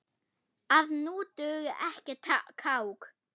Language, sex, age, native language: Icelandic, female, 8, German